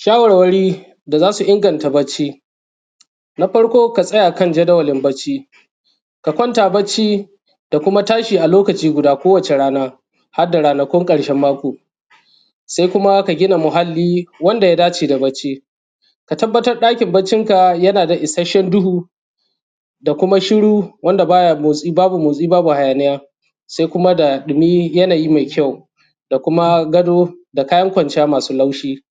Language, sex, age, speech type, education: Hausa, male, 30-45, spontaneous, secondary